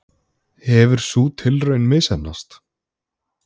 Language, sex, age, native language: Icelandic, male, 20-29, Icelandic